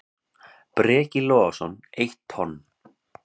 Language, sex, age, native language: Icelandic, male, 5, Icelandic